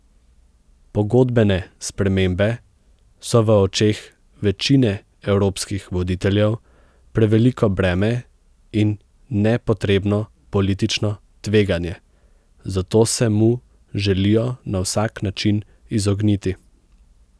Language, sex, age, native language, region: Slovenian, male, 18-29, Slovenian, Central Slovenia